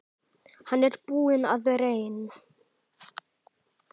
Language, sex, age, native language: Icelandic, male, 10, Icelandic